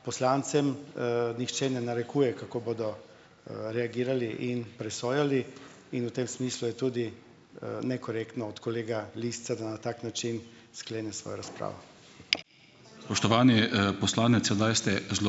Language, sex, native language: Slovenian, male, Slovenian